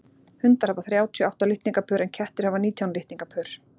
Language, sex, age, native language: Icelandic, female, 40-49, Icelandic